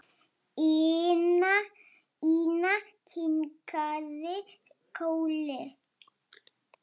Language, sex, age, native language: Icelandic, female, 7, Lithuanian